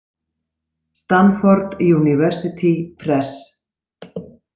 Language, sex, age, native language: Icelandic, female, 40-49, Icelandic